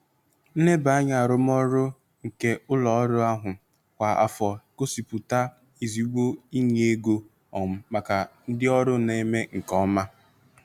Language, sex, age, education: Igbo, male, 15-29, tertiary